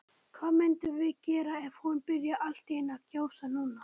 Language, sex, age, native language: Icelandic, male, 18-19, Icelandic